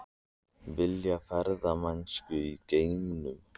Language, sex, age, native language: Icelandic, male, 30-39, Icelandic